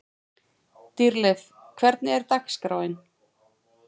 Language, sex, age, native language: Icelandic, female, 40-49, Icelandic